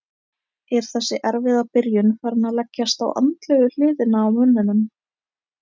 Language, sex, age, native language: Icelandic, female, 18-19, Icelandic